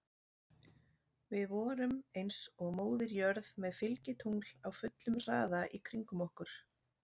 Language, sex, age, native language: Icelandic, female, 40-49, Icelandic